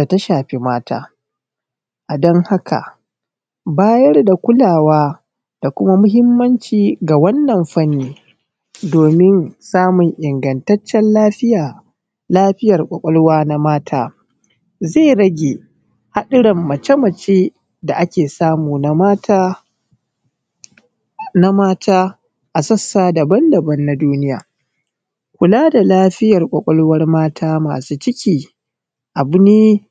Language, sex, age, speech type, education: Hausa, male, 30-45, spontaneous, primary